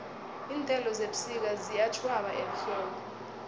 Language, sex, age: South Ndebele, female, 22